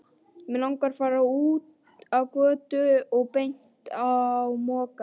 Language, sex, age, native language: Icelandic, female, 12, Icelandic